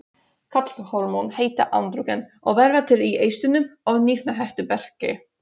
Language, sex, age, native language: Icelandic, female, 16, Polish